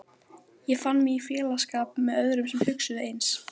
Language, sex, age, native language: Icelandic, female, 12, Icelandic